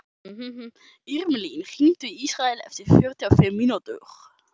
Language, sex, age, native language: Icelandic, male, 12, German